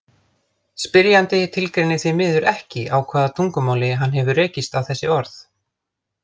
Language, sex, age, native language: Icelandic, other, 30-39, Icelandic